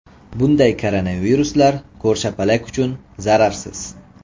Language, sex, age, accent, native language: Uzbek, male, 25-34, Toshkent viloyati, Uzbek